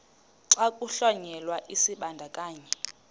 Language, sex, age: Xhosa, female, 31